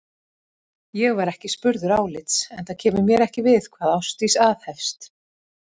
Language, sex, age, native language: Icelandic, female, 50-59, Icelandic